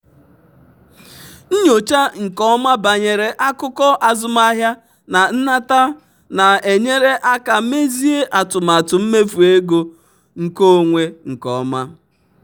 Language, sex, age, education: Igbo, male, 30-45, tertiary